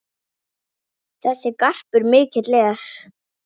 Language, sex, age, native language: Icelandic, female, 8, Icelandic